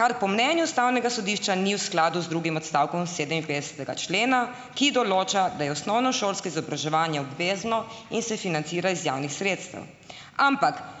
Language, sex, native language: Slovenian, female, Slovenian